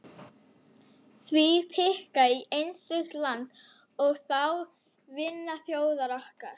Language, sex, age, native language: Icelandic, female, 11, Icelandic